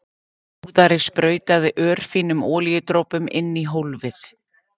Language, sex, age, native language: Icelandic, female, 50-59, Icelandic